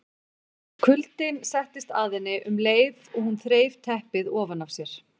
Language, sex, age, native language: Icelandic, female, 40-49, Icelandic